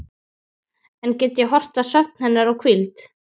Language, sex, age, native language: Icelandic, female, 12, Icelandic